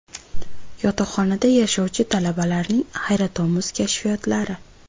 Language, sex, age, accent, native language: Uzbek, female, 18-24, Buxoro, Uzbek